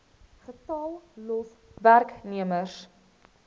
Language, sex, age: Afrikaans, female, 19